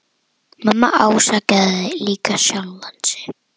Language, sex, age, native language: Icelandic, female, 10, Icelandic